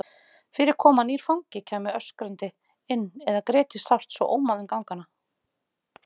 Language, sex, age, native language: Icelandic, female, 30-39, Icelandic